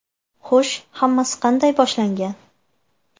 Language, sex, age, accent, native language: Uzbek, female, 18-24, Andijon, Uzbek